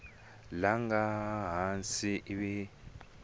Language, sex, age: Tsonga, male, 22